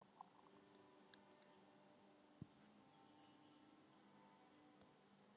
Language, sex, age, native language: Icelandic, female, 60-69, Icelandic